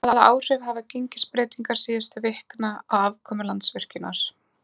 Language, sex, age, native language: Icelandic, female, 20-29, Icelandic